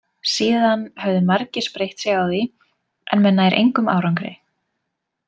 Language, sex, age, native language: Icelandic, female, 20-29, Icelandic